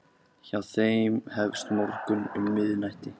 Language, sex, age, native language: Icelandic, male, 20-29, Icelandic